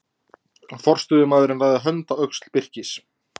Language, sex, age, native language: Icelandic, male, 20-29, Icelandic